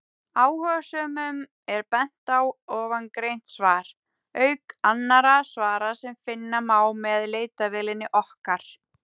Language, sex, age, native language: Icelandic, female, 18-19, Icelandic